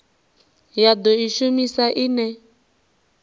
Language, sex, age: Venda, female, 19